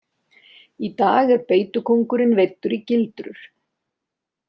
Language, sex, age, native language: Icelandic, female, 30-39, Icelandic